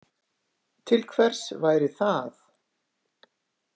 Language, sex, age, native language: Icelandic, female, 50-59, Icelandic